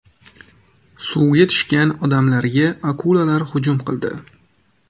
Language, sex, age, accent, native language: Uzbek, male, 18-24, Toshkent shahri, Tajik